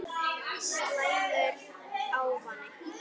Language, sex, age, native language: Icelandic, female, 10, Icelandic